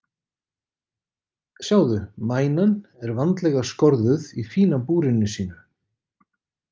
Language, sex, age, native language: Icelandic, male, 50-59, Icelandic